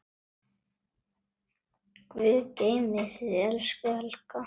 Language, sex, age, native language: Icelandic, male, 9, Icelandic